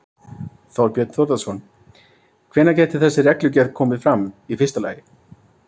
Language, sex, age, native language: Icelandic, male, 30-39, Icelandic